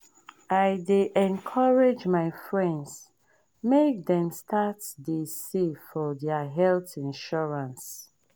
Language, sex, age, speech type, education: Nigerian Pidgin, female, 30-45, spontaneous, tertiary